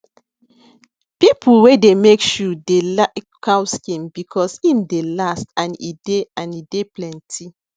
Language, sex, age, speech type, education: Nigerian Pidgin, female, 15-29, spontaneous, tertiary